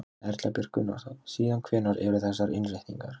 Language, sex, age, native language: Icelandic, male, 20-29, Icelandic